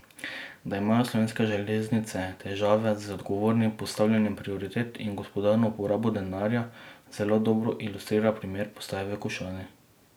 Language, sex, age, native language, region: Slovenian, male, 18-29, Slovenian, Drava region